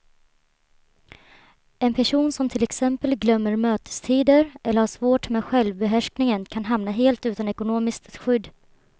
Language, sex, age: Swedish, female, 23